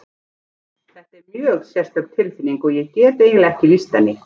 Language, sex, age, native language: Icelandic, female, 40-49, Icelandic